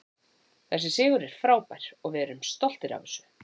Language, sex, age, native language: Icelandic, female, 40-49, Icelandic